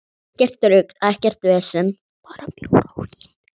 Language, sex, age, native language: Icelandic, male, 9, Icelandic